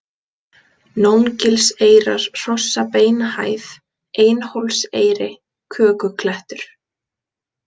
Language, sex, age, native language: Icelandic, female, 20-29, Icelandic